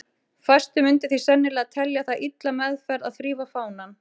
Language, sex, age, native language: Icelandic, female, 30-39, Icelandic